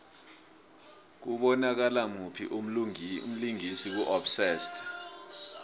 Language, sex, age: South Ndebele, male, 24